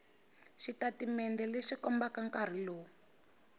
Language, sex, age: Tsonga, female, 19